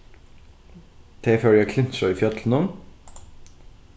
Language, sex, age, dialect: Faroese, male, 15-35, Norðuroyggjar